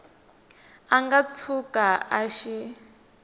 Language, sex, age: Tsonga, female, 19